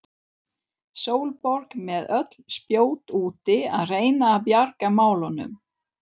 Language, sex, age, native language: Icelandic, female, 30-39, Swedish